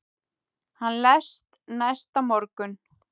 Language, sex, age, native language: Icelandic, female, 10, Icelandic